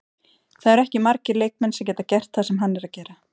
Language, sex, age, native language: Icelandic, female, 30-39, Icelandic